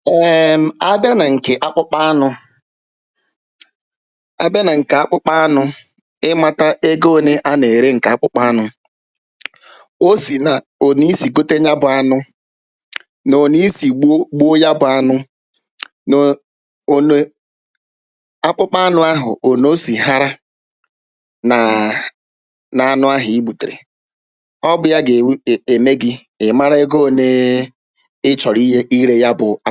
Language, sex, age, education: Igbo, male, 30-45, tertiary